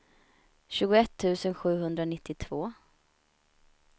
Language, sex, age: Swedish, female, 31